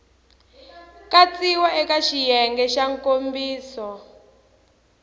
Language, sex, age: Tsonga, female, 18